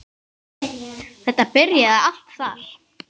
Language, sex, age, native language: Icelandic, other, 10, Icelandic